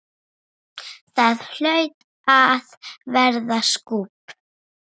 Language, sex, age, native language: Icelandic, female, 7, Icelandic